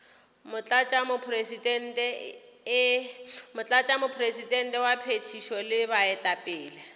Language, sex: Northern Sotho, female